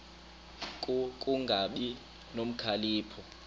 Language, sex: Xhosa, male